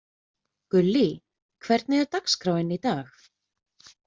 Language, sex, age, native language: Icelandic, female, 20-29, Icelandic